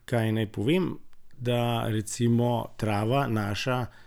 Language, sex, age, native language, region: Slovenian, male, 60+, Slovenian, Gorenjska region